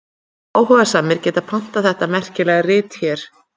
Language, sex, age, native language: Icelandic, female, 40-49, Icelandic